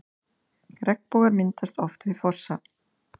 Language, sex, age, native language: Icelandic, female, 30-39, Icelandic